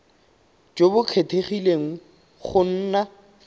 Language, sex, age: Tswana, male, 18